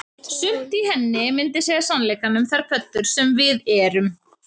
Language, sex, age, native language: Icelandic, female, 30-39, Icelandic